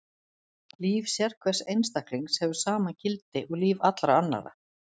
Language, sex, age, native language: Icelandic, female, 40-49, Icelandic